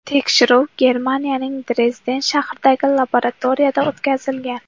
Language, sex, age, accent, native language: Uzbek, female, 18-24, Farg'ona, Uzbek